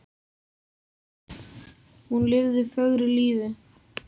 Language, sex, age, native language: Icelandic, female, 7, Icelandic